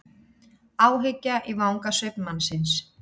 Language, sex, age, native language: Icelandic, female, 30-39, Icelandic